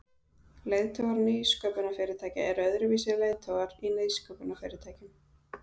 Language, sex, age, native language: Icelandic, female, 30-39, Icelandic